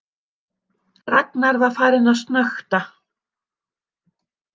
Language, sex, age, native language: Icelandic, female, 60-69, Icelandic